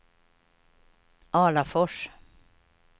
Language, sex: Swedish, female